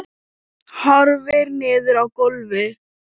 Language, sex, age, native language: Icelandic, female, 10, Thai